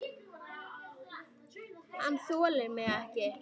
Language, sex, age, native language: Icelandic, female, 9, Icelandic